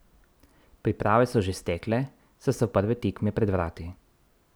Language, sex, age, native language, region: Slovenian, male, 30-49, Slovenian, Central Slovenia